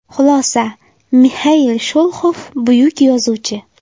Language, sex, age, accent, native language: Uzbek, female, under 19, Jizzax, Uzbek